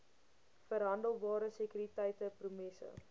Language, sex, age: Afrikaans, female, 19